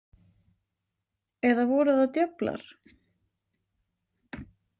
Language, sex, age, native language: Icelandic, female, 20-29, Icelandic